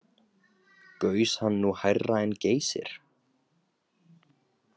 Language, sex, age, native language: Icelandic, male, 18-19, Icelandic